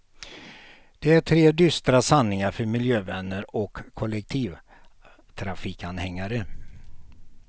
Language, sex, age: Swedish, male, 48